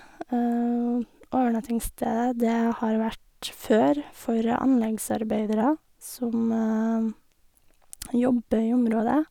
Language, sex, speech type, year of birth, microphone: Norwegian, female, spontaneous, 1988, Sennheiser